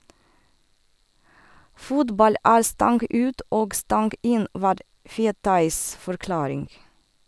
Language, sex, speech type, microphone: Norwegian, female, read, Sennheiser